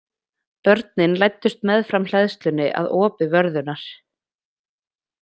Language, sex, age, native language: Icelandic, female, 20-29, Icelandic